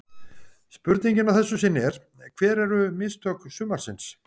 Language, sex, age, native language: Icelandic, male, 50-59, Icelandic